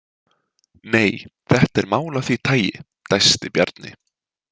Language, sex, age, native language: Icelandic, male, 20-29, Icelandic